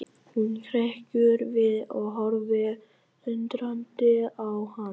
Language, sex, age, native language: Icelandic, male, 11, Vietnamese